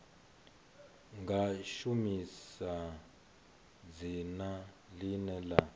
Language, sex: Venda, male